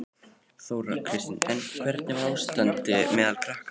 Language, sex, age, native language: Icelandic, male, 12, Icelandic